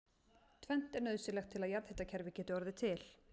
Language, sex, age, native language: Icelandic, female, 40-49, Icelandic